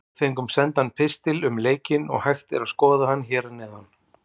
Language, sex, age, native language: Icelandic, male, 40-49, Icelandic